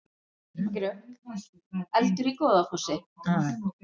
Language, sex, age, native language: Icelandic, female, 30-39, Icelandic